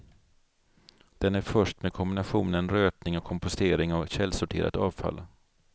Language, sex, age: Swedish, male, 42